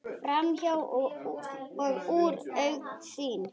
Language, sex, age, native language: Icelandic, female, 8, Icelandic